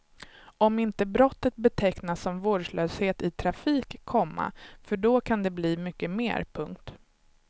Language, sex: Swedish, male